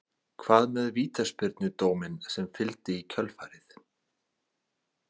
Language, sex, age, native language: Icelandic, male, 40-49, Icelandic